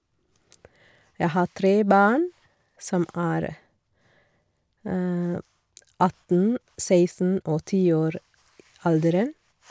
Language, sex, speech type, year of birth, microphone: Norwegian, female, spontaneous, 1969, Shure